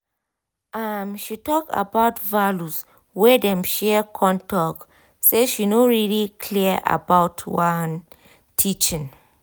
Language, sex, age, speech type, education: Nigerian Pidgin, female, 15-29, spontaneous, tertiary